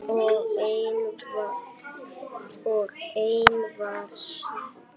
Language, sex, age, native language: Icelandic, male, 8, Icelandic